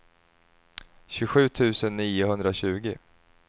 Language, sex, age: Swedish, male, 30